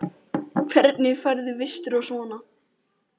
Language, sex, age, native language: Icelandic, male, 10, Icelandic